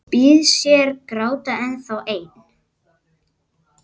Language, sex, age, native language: Icelandic, male, 9, Icelandic